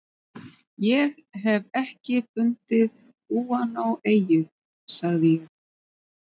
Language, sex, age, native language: Icelandic, female, 40-49, Icelandic